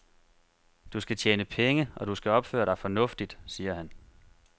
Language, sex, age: Danish, male, 25